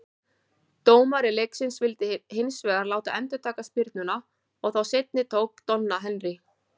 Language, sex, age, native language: Icelandic, female, 40-49, Icelandic